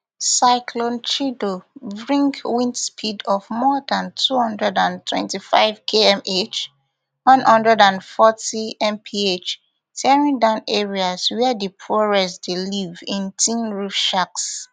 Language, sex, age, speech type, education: Nigerian Pidgin, female, 15-29, spontaneous, tertiary